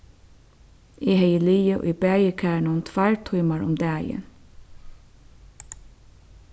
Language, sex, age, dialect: Faroese, female, 36-60, Suðurstreymoy